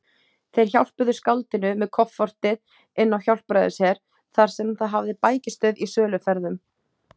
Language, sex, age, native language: Icelandic, female, 30-39, Icelandic